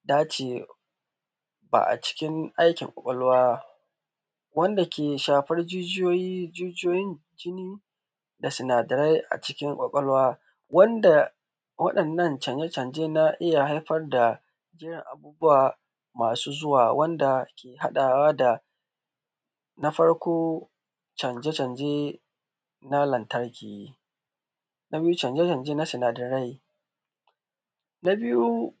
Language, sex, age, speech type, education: Hausa, male, 15-29, spontaneous, tertiary